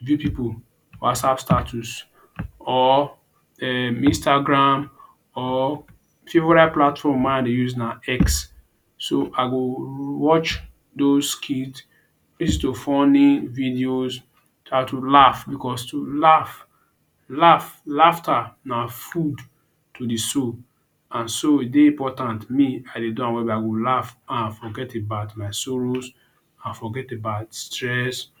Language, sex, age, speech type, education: Nigerian Pidgin, male, 30-45, spontaneous, tertiary